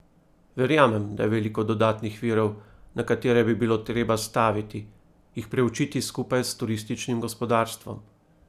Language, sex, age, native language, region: Slovenian, male, 30-49, Slovenian, Primorsko-notranjska region